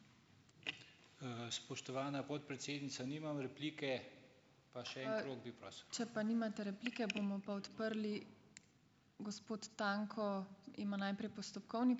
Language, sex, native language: Slovenian, male, Slovenian